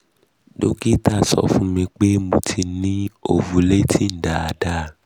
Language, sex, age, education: Yoruba, male, 30-45, tertiary